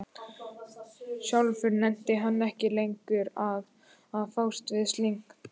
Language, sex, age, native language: Icelandic, male, 12, Icelandic